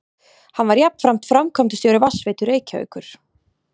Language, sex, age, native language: Icelandic, female, 30-39, Icelandic